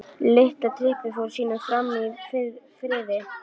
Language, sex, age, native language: Icelandic, female, 11, Icelandic